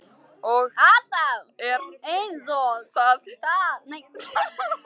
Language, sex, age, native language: Icelandic, female, 13, Icelandic